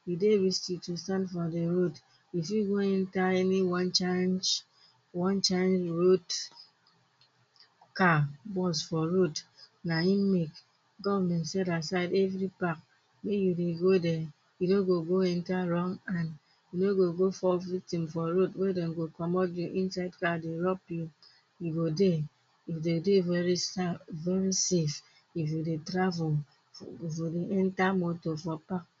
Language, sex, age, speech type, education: Nigerian Pidgin, female, 30-45, spontaneous, tertiary